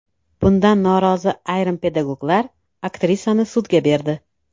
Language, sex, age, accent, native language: Uzbek, female, 35+, Namangan, Uzbek